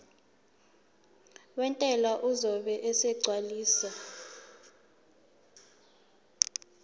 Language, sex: Zulu, female